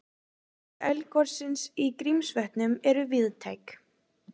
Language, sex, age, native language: Icelandic, female, 20-29, Icelandic